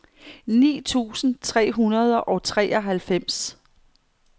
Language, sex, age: Danish, female, 55